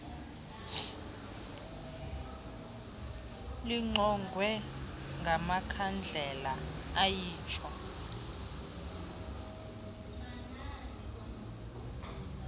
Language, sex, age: Xhosa, female, 20